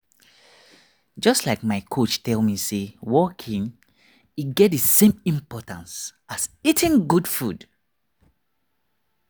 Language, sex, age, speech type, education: Nigerian Pidgin, male, 30-45, spontaneous, tertiary